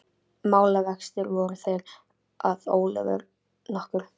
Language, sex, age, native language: Icelandic, female, 13, Icelandic